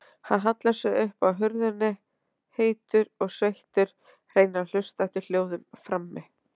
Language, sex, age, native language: Icelandic, female, 30-39, Icelandic